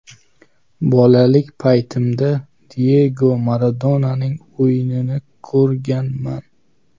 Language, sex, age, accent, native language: Uzbek, male, 25-34, Sirdaryo, Uzbek